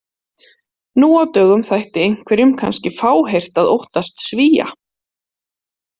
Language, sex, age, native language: Icelandic, female, 40-49, Icelandic